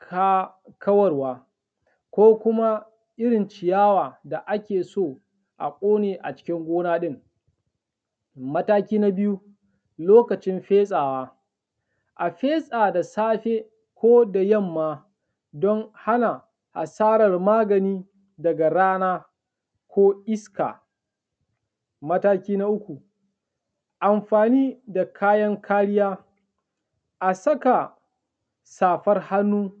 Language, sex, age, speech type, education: Hausa, male, 15-29, spontaneous, tertiary